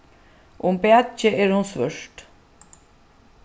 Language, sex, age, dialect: Faroese, female, 36-60, Suðuroy